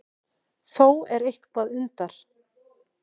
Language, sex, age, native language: Icelandic, female, 40-49, Icelandic